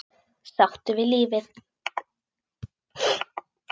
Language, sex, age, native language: Icelandic, female, 10, Icelandic